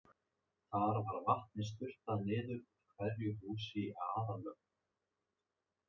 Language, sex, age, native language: Icelandic, male, 30-39, Icelandic